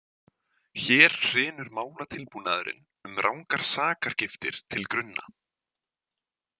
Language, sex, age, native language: Icelandic, male, 20-29, Icelandic